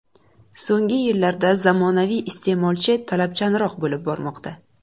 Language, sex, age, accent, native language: Uzbek, female, 18-24, Buxoro, Uzbek